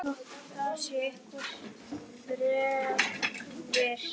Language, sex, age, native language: Icelandic, male, 11, Icelandic